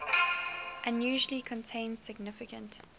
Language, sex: English, female